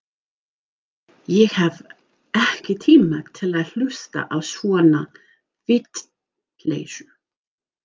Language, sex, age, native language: Icelandic, female, 40-49, English